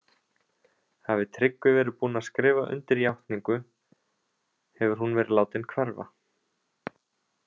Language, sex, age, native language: Icelandic, male, 20-29, Icelandic